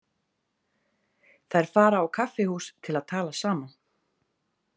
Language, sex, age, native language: Icelandic, female, 30-39, Icelandic